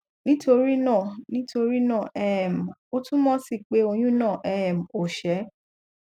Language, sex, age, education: Yoruba, female, 15-29, tertiary